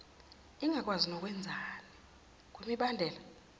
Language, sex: Zulu, female